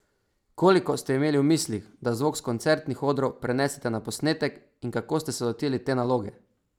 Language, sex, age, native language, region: Slovenian, male, 18-29, Slovenian, Savinja region